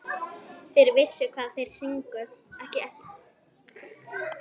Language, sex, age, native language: Icelandic, female, 10, Icelandic